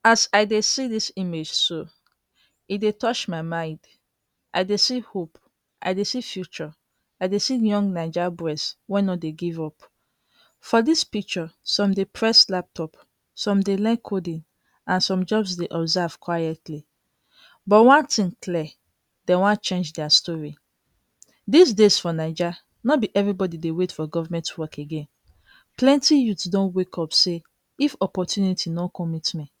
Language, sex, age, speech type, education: Nigerian Pidgin, female, 30-45, spontaneous, tertiary